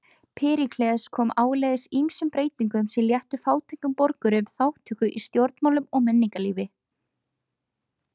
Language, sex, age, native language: Icelandic, female, 20-29, Icelandic